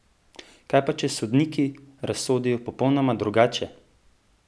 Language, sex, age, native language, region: Slovenian, male, 18-29, Slovenian, Central Slovenia